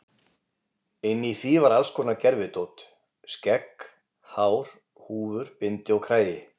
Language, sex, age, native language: Icelandic, male, 40-49, Icelandic